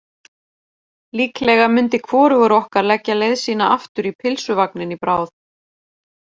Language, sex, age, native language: Icelandic, female, 40-49, Icelandic